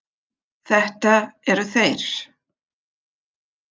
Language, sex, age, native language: Icelandic, female, 50-59, German